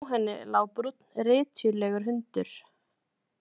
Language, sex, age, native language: Icelandic, female, 20-29, Icelandic